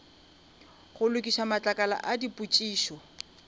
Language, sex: Northern Sotho, female